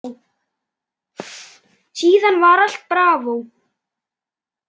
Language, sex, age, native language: Icelandic, male, 8, Icelandic